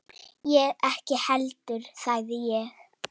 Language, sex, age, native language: Icelandic, female, 7, Icelandic